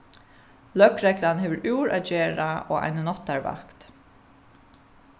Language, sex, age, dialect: Faroese, female, 36-60, Suðuroy